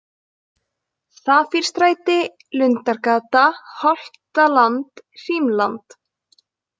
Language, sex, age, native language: Icelandic, female, 20-29, Icelandic